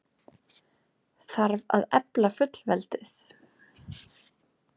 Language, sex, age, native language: Icelandic, female, 30-39, Icelandic